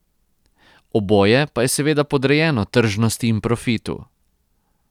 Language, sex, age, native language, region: Slovenian, male, 30-49, Croatian, Posavska region